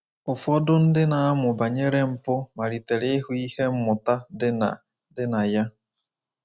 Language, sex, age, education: Igbo, male, 15-29, tertiary